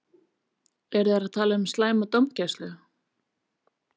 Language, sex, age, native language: Icelandic, female, 30-39, Icelandic